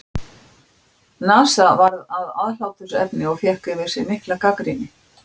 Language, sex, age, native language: Icelandic, female, 60-69, Icelandic